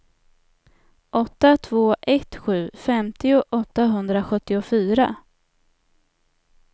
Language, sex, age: Swedish, female, 27